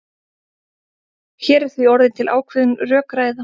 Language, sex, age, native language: Icelandic, female, 30-39, Icelandic